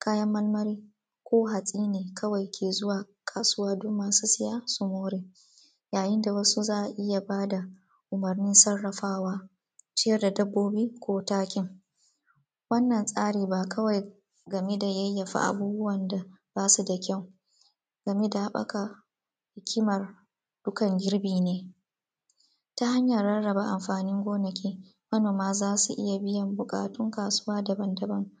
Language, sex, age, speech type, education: Hausa, female, 30-45, spontaneous, tertiary